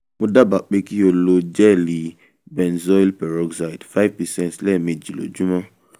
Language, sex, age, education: Yoruba, male, 15-29, tertiary